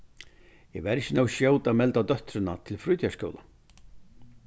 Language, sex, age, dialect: Faroese, male, 61+, Vágar